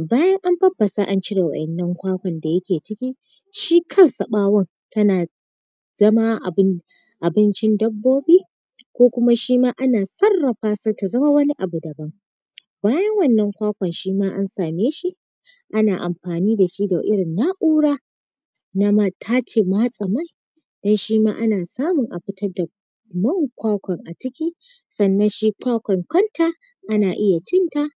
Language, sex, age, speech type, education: Hausa, female, 15-29, spontaneous, tertiary